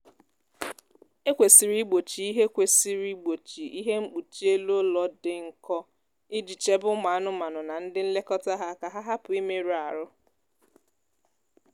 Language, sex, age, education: Igbo, female, 15-29, tertiary